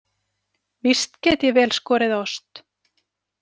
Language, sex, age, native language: Icelandic, female, 40-49, Icelandic